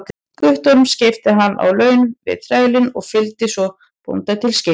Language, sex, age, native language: Icelandic, female, 30-39, Icelandic